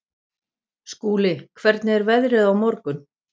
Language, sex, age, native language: Icelandic, female, 40-49, Icelandic